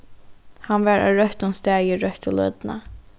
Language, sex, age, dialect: Faroese, female, 15-35, Norðuroyggjar